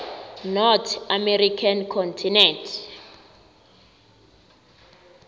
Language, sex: South Ndebele, female